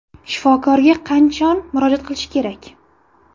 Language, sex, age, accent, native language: Uzbek, female, 18-24, Buxoro, Uzbek